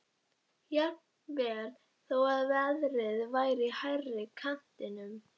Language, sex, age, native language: Icelandic, female, 12, Icelandic